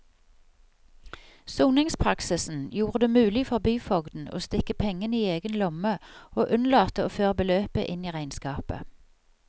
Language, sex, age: Norwegian, female, 55